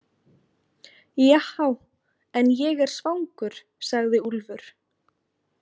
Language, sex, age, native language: Icelandic, female, 20-29, Icelandic